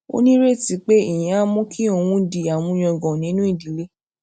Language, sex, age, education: Yoruba, female, 15-29, tertiary